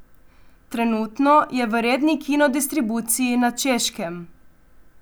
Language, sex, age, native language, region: Slovenian, female, 18-29, Slovenian, Coastal Karst region